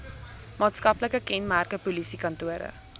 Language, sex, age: Afrikaans, female, 19